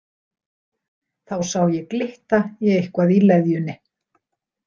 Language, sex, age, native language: Icelandic, female, 60-69, Icelandic